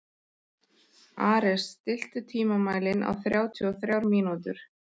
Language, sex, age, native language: Icelandic, male, 13, Icelandic